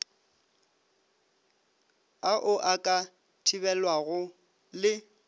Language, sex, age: Northern Sotho, male, 25